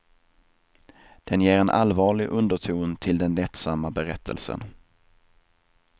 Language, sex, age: Swedish, male, 27